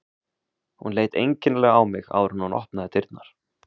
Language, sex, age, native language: Icelandic, male, 30-39, Icelandic